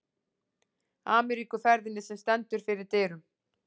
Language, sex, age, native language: Icelandic, female, 40-49, Icelandic